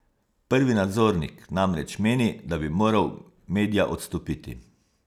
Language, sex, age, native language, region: Slovenian, male, 50-59, Slovenian, Savinja region